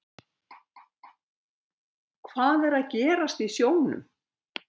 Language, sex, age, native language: Icelandic, female, 70-79, Icelandic